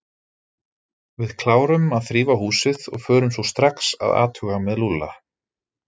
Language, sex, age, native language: Icelandic, male, 30-39, Icelandic